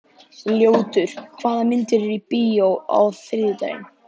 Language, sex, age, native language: Icelandic, male, 11, Icelandic